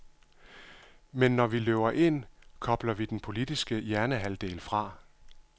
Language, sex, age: Danish, male, 51